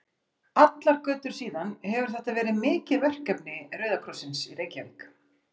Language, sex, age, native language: Icelandic, female, 40-49, Icelandic